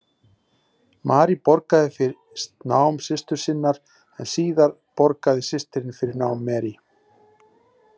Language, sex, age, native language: Icelandic, male, 40-49, Icelandic